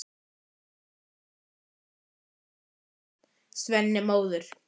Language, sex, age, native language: Icelandic, female, 11, Icelandic